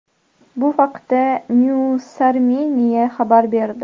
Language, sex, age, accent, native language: Uzbek, female, under 19, Sirdaryo, Uzbek